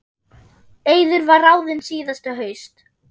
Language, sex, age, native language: Icelandic, female, 10, German